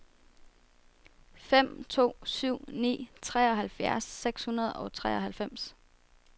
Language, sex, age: Danish, female, 24